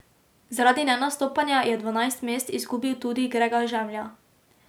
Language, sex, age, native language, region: Slovenian, female, 18-29, Slovenian, Drava region